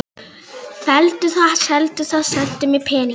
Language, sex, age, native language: Icelandic, female, 11, Icelandic